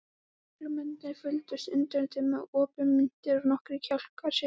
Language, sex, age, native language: Icelandic, female, 14, Icelandic